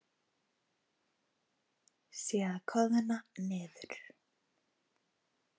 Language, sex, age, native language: Icelandic, female, 40-49, Icelandic